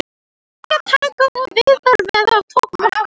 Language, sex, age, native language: Icelandic, other, 18-19, Icelandic